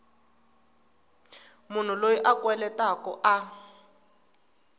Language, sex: Tsonga, female